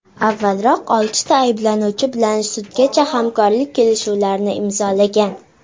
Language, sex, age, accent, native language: Uzbek, female, under 19, Toshkent shahri, Uzbek